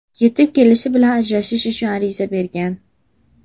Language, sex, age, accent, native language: Uzbek, female, 18-24, Toshkent shahri, Uzbek